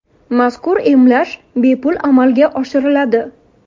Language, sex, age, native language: Uzbek, female, 18-24, Uzbek